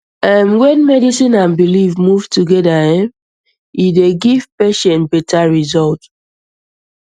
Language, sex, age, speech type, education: Nigerian Pidgin, female, 15-29, spontaneous, secondary